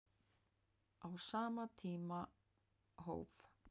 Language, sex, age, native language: Icelandic, female, 40-49, Icelandic